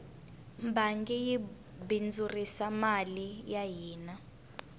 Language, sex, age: Tsonga, female, 19